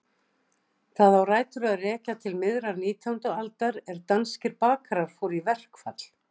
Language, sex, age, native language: Icelandic, female, 60-69, Icelandic